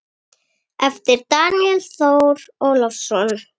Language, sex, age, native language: Icelandic, female, 9, Icelandic